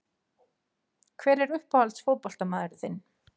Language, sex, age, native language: Icelandic, female, 40-49, Icelandic